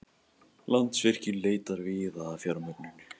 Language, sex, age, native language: Icelandic, male, 18-19, Icelandic